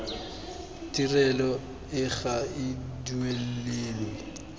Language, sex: Tswana, male